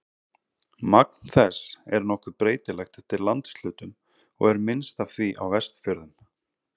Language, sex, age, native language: Icelandic, male, 30-39, Icelandic